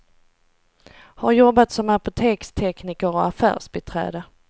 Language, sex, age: Swedish, female, 38